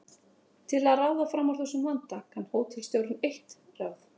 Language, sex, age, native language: Icelandic, female, 30-39, Icelandic